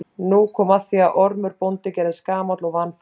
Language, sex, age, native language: Icelandic, female, 30-39, Icelandic